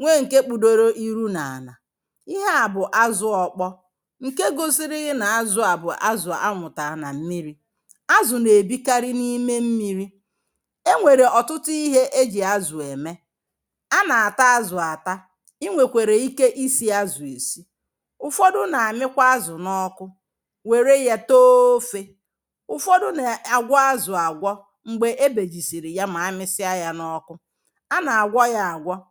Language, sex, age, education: Igbo, female, 30-45, primary